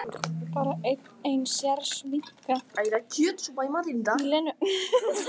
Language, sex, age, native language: Icelandic, female, 14, Icelandic